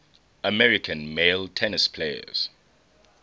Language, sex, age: English, male, 21